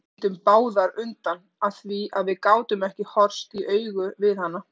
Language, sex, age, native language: Icelandic, female, 30-39, Icelandic